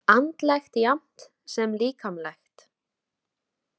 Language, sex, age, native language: Icelandic, female, 20-29, Icelandic